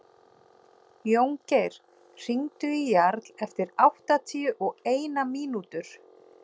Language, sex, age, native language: Icelandic, female, 40-49, Icelandic